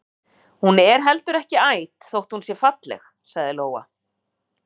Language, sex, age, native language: Icelandic, female, 50-59, Icelandic